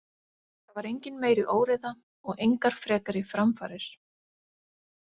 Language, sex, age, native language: Icelandic, female, 40-49, Icelandic